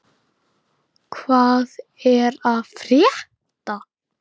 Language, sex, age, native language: Icelandic, male, 9, Icelandic